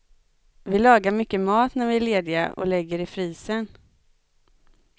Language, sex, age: Swedish, female, 25